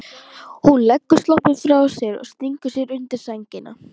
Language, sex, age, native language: Icelandic, female, 12, Icelandic